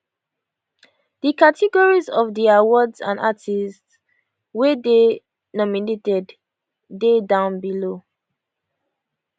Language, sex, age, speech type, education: Nigerian Pidgin, female, 15-29, spontaneous, tertiary